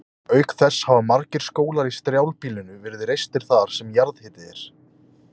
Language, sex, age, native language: Icelandic, male, 20-29, Icelandic